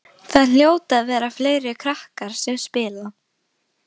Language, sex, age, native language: Icelandic, female, 12, Icelandic